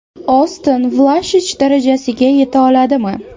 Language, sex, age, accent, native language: Uzbek, female, 18-24, Toshkent shahri, Uzbek